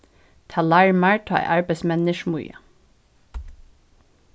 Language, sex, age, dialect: Faroese, female, 15-35, Norðuroyggjar